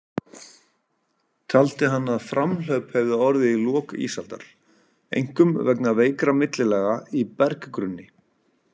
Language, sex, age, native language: Icelandic, male, 40-49, Icelandic